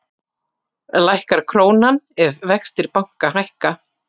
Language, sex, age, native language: Icelandic, female, 40-49, Icelandic